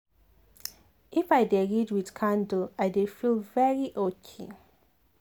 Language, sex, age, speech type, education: Nigerian Pidgin, female, 15-29, spontaneous, tertiary